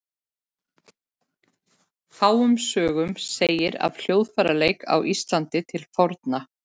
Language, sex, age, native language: Icelandic, female, 40-49, Icelandic